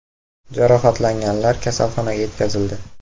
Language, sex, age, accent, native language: Uzbek, male, 18-24, Buxoro, Uzbek